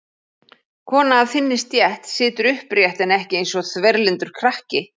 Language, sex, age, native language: Icelandic, female, 40-49, Icelandic